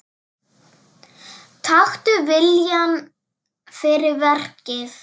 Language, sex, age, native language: Icelandic, female, 7, Icelandic